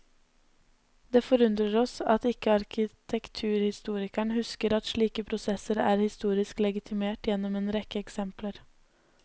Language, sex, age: Norwegian, female, 20